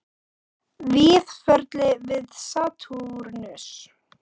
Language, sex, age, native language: Icelandic, female, 40-49, Icelandic